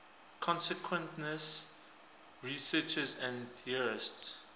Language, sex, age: English, male, 20